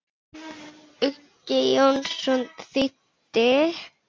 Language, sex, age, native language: Icelandic, female, 7, Icelandic